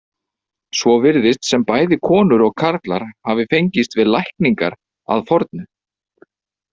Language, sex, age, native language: Icelandic, male, 30-39, Icelandic